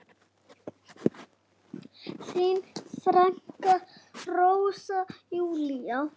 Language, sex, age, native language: Icelandic, male, 6, Icelandic